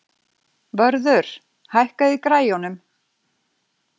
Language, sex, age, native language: Icelandic, female, 40-49, Icelandic